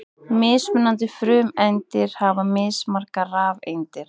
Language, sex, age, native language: Icelandic, female, 30-39, Icelandic